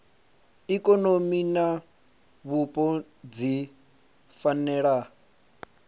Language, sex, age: Venda, male, 25